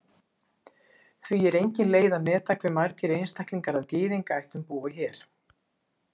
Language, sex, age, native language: Icelandic, female, 60-69, Icelandic